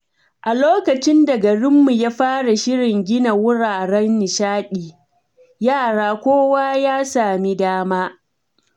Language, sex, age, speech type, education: Hausa, female, 30-45, read, tertiary